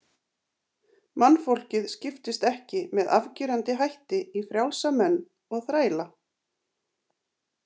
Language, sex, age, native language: Icelandic, female, 50-59, Icelandic